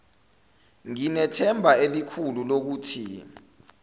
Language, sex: Zulu, male